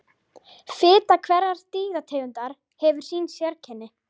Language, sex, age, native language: Icelandic, female, 12, Icelandic